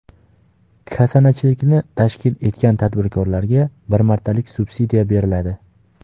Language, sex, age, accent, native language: Uzbek, male, 19-29, Farg'ona, Uzbek